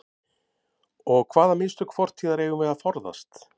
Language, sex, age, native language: Icelandic, male, 50-59, Icelandic